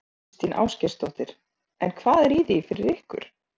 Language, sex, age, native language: Icelandic, female, 30-39, Icelandic